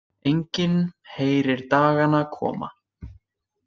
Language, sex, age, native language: Icelandic, male, 20-29, Icelandic